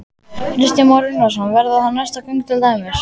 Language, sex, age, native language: Icelandic, male, 12, Icelandic